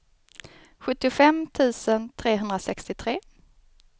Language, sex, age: Swedish, female, 29